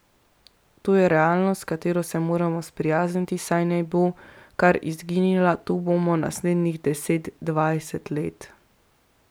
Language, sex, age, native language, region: Slovenian, female, 18-29, Slovenian, Central Slovenia